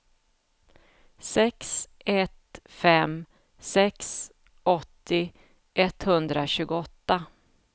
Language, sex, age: Swedish, female, 49